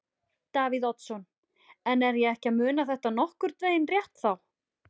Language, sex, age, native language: Icelandic, female, 40-49, Icelandic